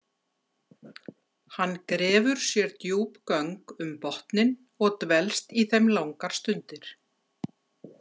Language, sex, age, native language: Icelandic, female, 50-59, Icelandic